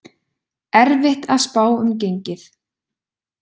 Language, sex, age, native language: Icelandic, female, 20-29, Icelandic